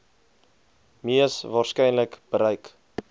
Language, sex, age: Afrikaans, male, 20